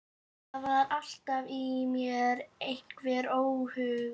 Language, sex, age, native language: Icelandic, female, 12, Icelandic